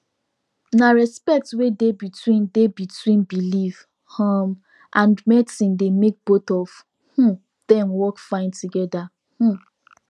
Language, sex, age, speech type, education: Nigerian Pidgin, female, 15-29, spontaneous, tertiary